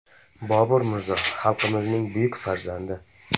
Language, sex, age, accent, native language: Uzbek, male, 18-24, Qashqadaryo, Uzbek